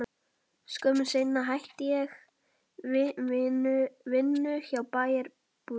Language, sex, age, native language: Icelandic, male, 11, Icelandic